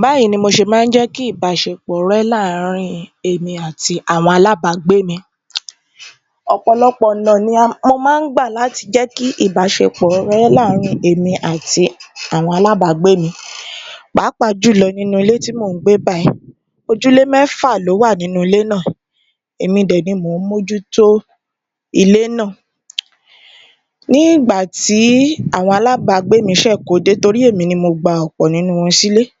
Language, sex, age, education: Yoruba, female, 30-45, tertiary